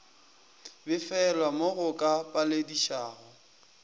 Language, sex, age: Northern Sotho, male, 20